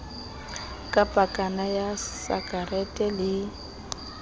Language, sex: Southern Sotho, female